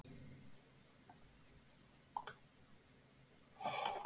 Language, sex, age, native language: Icelandic, male, 60-69, Icelandic